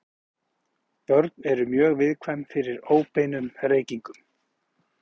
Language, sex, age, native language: Icelandic, male, 40-49, Icelandic